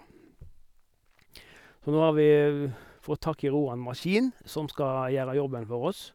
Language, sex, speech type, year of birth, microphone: Norwegian, male, spontaneous, 1958, Sennheiser